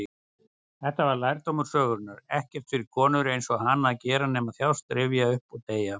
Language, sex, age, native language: Icelandic, male, 60-69, Icelandic